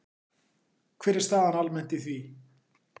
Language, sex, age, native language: Icelandic, male, 40-49, Icelandic